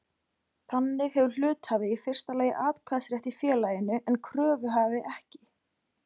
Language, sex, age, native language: Icelandic, female, 20-29, Icelandic